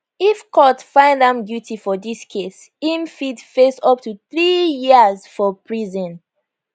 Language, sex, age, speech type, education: Nigerian Pidgin, female, 15-29, spontaneous, tertiary